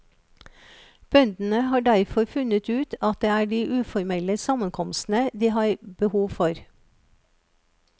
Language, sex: Norwegian, female